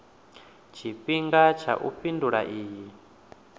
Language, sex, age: Venda, male, 28